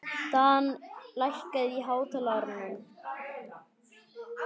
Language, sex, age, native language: Icelandic, male, 18-19, Icelandic